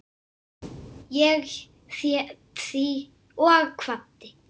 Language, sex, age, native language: Icelandic, male, 6, Icelandic